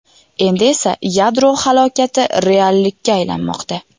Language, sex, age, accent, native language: Uzbek, female, 19-29, Toshkent viloyati, Uzbek